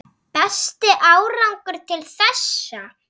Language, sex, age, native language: Icelandic, female, 7, Icelandic